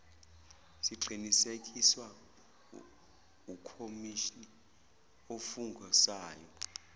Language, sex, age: Zulu, male, 24